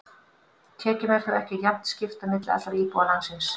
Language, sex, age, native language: Icelandic, female, 50-59, Icelandic